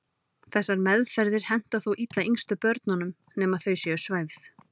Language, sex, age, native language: Icelandic, female, 30-39, Icelandic